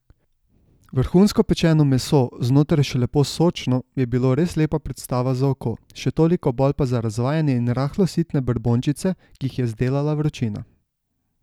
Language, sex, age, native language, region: Slovenian, male, 18-29, Slovenian, Savinja region